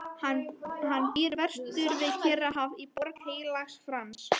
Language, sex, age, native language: Icelandic, female, 12, Icelandic